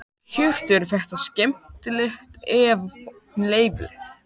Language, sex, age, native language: Icelandic, male, 12, Icelandic